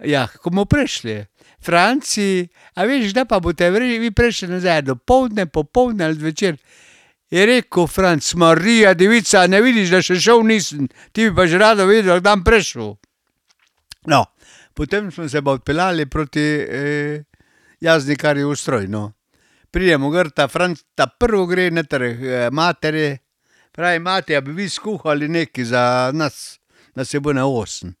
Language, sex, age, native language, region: Slovenian, male, 60+, Slovenian, Carinthia region